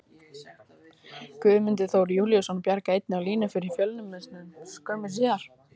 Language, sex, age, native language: Icelandic, female, 18-19, Icelandic